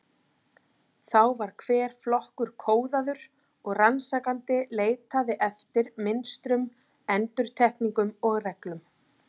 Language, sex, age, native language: Icelandic, female, 40-49, Icelandic